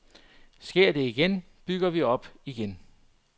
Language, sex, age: Danish, male, 44